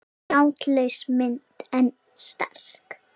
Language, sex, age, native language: Icelandic, female, 7, Icelandic